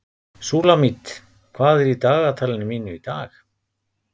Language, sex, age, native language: Icelandic, male, 50-59, Icelandic